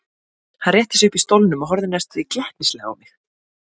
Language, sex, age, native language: Icelandic, female, 20-29, Icelandic